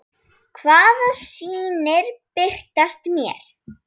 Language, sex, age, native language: Icelandic, female, 8, Icelandic